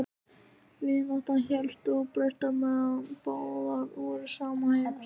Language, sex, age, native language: Icelandic, male, 13, Icelandic